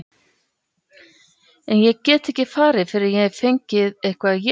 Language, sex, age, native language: Icelandic, female, 40-49, Icelandic